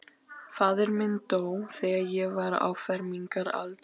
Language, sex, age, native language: Icelandic, female, 12, Icelandic